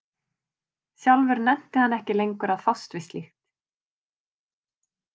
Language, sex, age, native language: Icelandic, female, 30-39, Icelandic